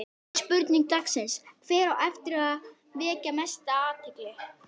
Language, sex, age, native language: Icelandic, female, 11, Icelandic